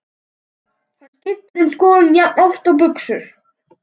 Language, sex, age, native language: Icelandic, male, 11, Icelandic